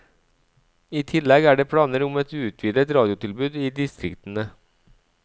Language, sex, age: Norwegian, male, 37